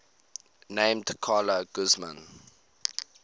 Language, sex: English, male